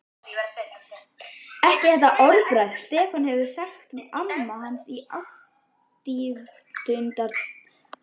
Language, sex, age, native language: Icelandic, female, 11, Icelandic